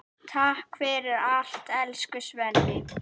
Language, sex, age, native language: Icelandic, female, 9, Icelandic